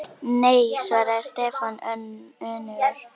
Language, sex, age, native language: Icelandic, female, 10, Icelandic